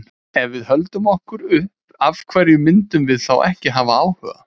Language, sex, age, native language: Icelandic, male, 30-39, Icelandic